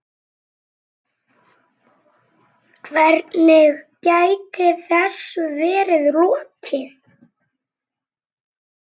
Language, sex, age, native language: Icelandic, male, 7, Icelandic